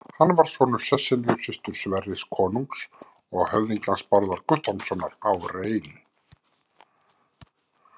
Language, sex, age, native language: Icelandic, male, 50-59, Icelandic